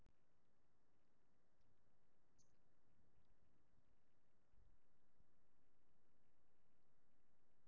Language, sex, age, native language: Icelandic, female, 40-49, Icelandic